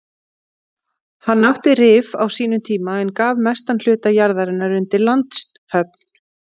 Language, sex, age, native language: Icelandic, female, 40-49, Icelandic